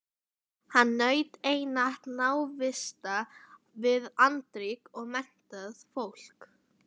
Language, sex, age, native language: Icelandic, female, 11, Icelandic